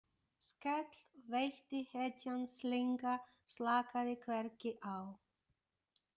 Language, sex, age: Icelandic, female, 50-59